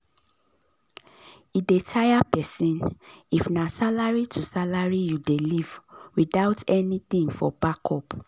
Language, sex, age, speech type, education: Nigerian Pidgin, female, 30-45, spontaneous, tertiary